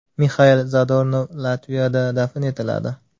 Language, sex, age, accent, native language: Uzbek, male, 19-29, Farg'ona, Uzbek